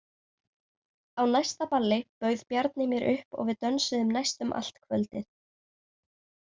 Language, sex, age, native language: Icelandic, female, 18-19, Icelandic